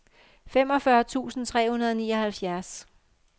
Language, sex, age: Danish, female, 50